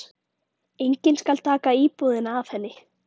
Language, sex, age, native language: Icelandic, female, 13, Icelandic